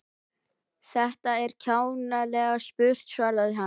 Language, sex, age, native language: Icelandic, male, 12, Icelandic